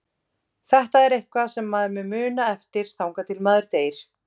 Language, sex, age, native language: Icelandic, female, 30-39, Icelandic